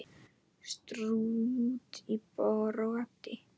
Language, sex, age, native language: Icelandic, male, 9, Icelandic